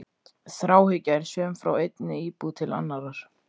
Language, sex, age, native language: Icelandic, male, 14, Icelandic